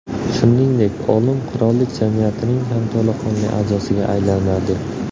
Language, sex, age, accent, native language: Uzbek, male, 18-24, Surxondaryo, Uzbek